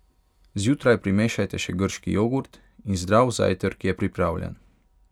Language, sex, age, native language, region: Slovenian, male, 18-29, Hungarian, Pomurje region